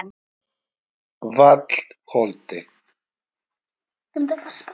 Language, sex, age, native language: Icelandic, male, 40-49, Icelandic